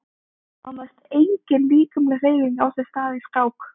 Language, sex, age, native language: Icelandic, female, 20-29, Icelandic